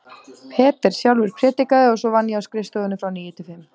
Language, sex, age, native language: Icelandic, female, 30-39, Icelandic